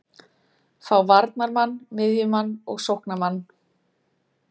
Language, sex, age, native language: Icelandic, female, 30-39, Icelandic